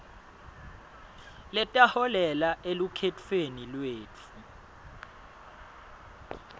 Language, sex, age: Swati, male, 22